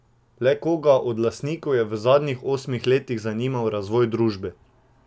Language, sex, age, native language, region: Slovenian, male, 18-29, Slovenian, Drava region